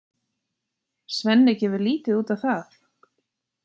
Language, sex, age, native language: Icelandic, female, 40-49, Icelandic